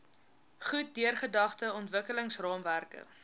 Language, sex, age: Afrikaans, female, 19